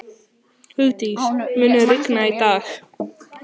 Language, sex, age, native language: Icelandic, male, 11, Icelandic